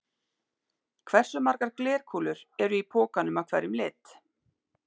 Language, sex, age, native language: Icelandic, female, 30-39, Icelandic